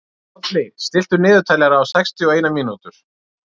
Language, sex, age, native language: Icelandic, male, 30-39, Icelandic